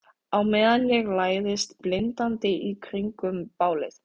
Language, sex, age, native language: Icelandic, female, 15, Icelandic